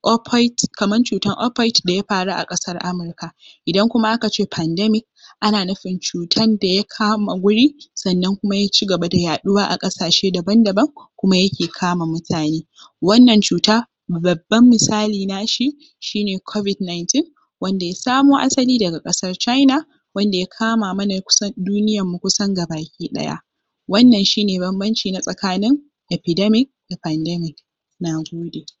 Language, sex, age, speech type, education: Hausa, female, 15-29, spontaneous, tertiary